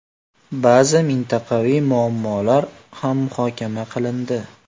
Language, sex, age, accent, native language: Uzbek, male, 18-24, Farg'ona, Uzbek